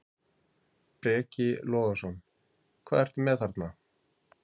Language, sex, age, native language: Icelandic, male, 50-59, Icelandic